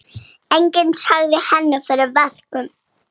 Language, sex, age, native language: Icelandic, female, 6, Icelandic